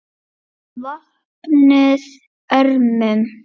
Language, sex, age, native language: Icelandic, female, 8, Icelandic